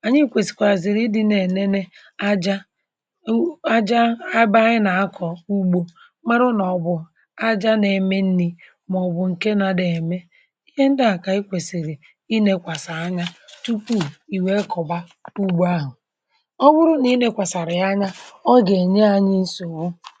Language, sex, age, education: Igbo, male, 30-45, tertiary